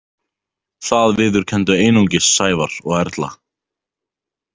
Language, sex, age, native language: Icelandic, male, 18-19, Icelandic